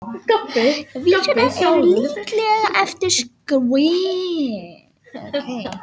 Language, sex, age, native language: Icelandic, female, 18-19, Danish